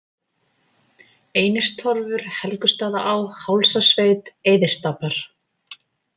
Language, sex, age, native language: Icelandic, female, 30-39, Icelandic